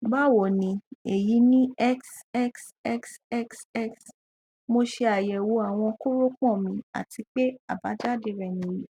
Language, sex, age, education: Yoruba, female, 15-29, tertiary